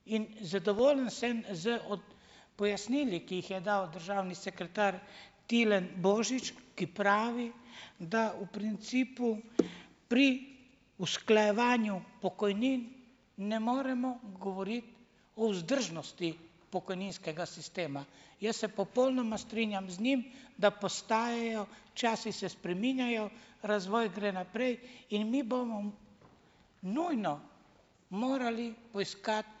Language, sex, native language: Slovenian, male, Slovenian